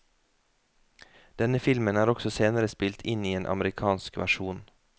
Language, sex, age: Norwegian, male, 33